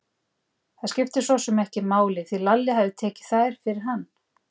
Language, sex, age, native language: Icelandic, female, 40-49, Icelandic